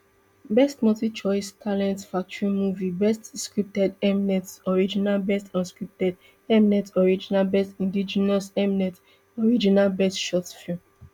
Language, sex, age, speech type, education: Nigerian Pidgin, female, 15-29, spontaneous, tertiary